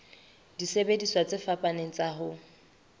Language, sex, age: Southern Sotho, female, 24